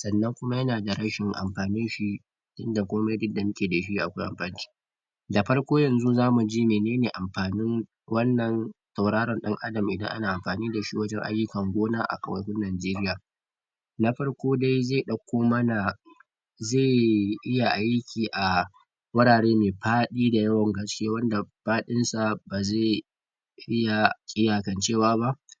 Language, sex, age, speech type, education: Hausa, male, 46-60, spontaneous, tertiary